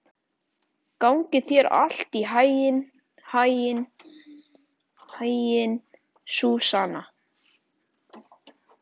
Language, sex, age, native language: Icelandic, male, 14, Icelandic